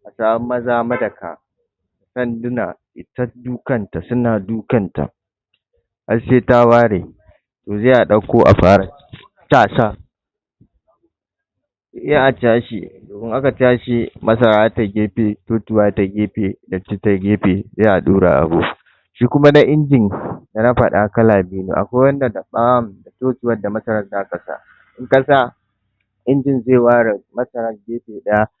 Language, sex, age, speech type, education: Hausa, male, 15-29, spontaneous, tertiary